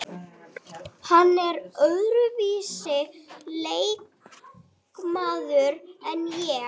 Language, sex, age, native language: Icelandic, other, 40-49, Icelandic